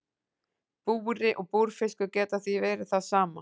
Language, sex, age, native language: Icelandic, female, 40-49, Icelandic